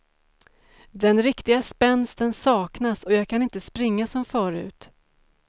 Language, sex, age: Swedish, female, 35